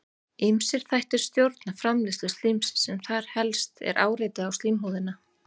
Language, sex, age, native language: Icelandic, female, 30-39, Icelandic